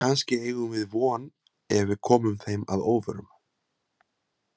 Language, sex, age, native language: Icelandic, male, 40-49, Icelandic